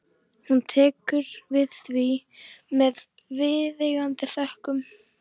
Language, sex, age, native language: Icelandic, female, 14, Icelandic